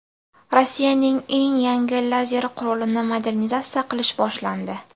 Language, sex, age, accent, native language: Uzbek, female, 19-29, Buxoro, Uzbek